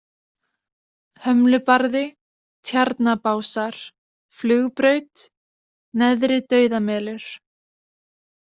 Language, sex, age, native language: Icelandic, female, 20-29, Icelandic